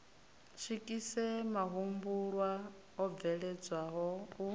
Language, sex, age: Venda, female, 33